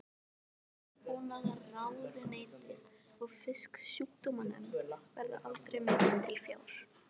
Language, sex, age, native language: Icelandic, other, 12, Icelandic